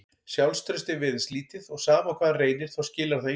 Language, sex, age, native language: Icelandic, male, 40-49, Icelandic